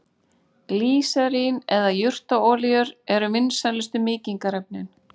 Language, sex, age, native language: Icelandic, female, 40-49, Icelandic